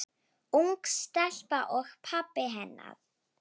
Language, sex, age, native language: Icelandic, female, 7, Icelandic